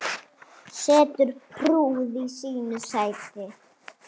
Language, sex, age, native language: Icelandic, female, 7, Icelandic